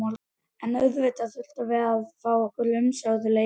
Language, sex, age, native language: Icelandic, male, 11, Icelandic